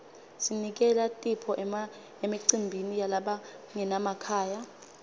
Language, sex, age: Swati, female, 25